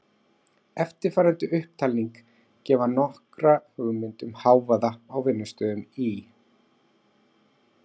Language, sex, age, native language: Icelandic, male, 40-49, Icelandic